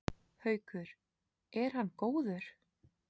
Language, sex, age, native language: Icelandic, female, 7, Icelandic